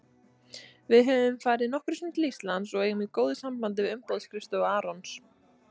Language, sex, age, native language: Icelandic, female, 20-29, Icelandic